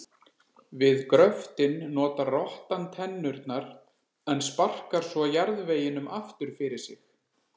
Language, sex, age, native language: Icelandic, male, 40-49, Icelandic